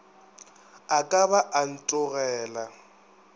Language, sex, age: Northern Sotho, male, 22